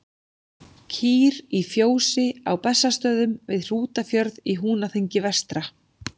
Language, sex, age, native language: Icelandic, female, 40-49, Icelandic